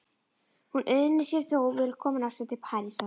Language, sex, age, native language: Icelandic, female, 11, Icelandic